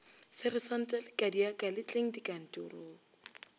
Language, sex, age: Northern Sotho, female, 25